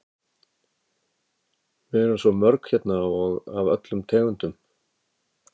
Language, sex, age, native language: Icelandic, male, 50-59, Icelandic